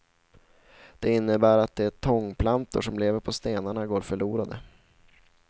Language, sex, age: Swedish, male, 16